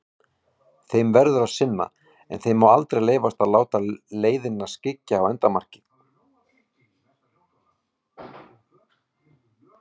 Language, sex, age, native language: Icelandic, male, 40-49, Icelandic